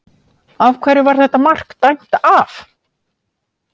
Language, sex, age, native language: Icelandic, female, 50-59, Icelandic